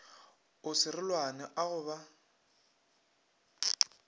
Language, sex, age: Northern Sotho, male, 21